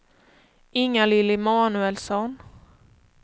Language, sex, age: Swedish, female, 31